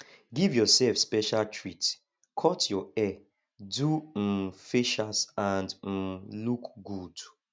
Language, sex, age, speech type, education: Nigerian Pidgin, male, 15-29, spontaneous, tertiary